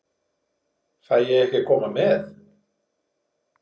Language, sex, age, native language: Icelandic, male, 40-49, Icelandic